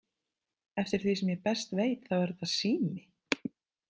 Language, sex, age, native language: Icelandic, female, 30-39, Icelandic